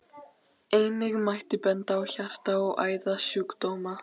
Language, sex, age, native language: Icelandic, female, 12, Icelandic